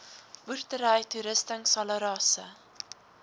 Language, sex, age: Afrikaans, female, 19